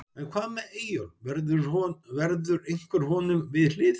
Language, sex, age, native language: Icelandic, male, 60-69, Icelandic